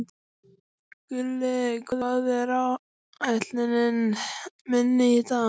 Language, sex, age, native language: Icelandic, male, 12, Icelandic